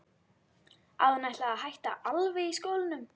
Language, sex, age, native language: Icelandic, female, 12, Icelandic